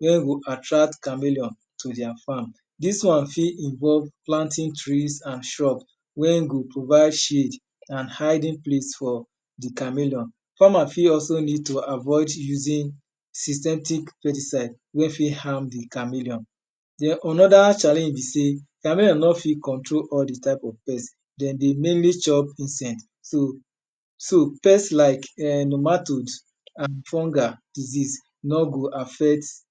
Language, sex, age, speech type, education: Nigerian Pidgin, male, 30-45, spontaneous, tertiary